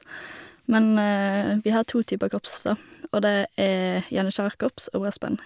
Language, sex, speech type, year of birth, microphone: Norwegian, female, spontaneous, 1991, Shure